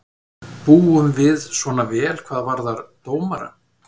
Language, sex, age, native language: Icelandic, male, 50-59, Icelandic